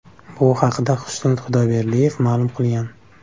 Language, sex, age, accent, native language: Uzbek, male, 18-24, Namangan, Uzbek